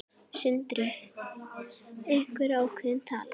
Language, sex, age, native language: Icelandic, female, 10, Icelandic